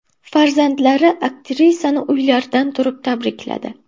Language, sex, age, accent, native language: Uzbek, female, under 19, Buxoro, Uzbek